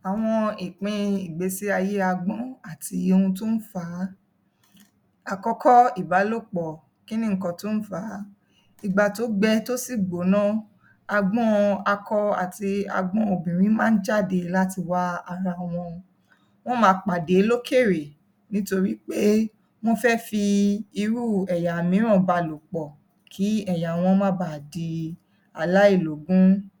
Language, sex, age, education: Yoruba, female, 30-45, tertiary